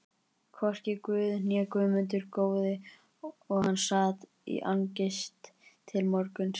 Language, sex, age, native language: Icelandic, male, 20-29, Icelandic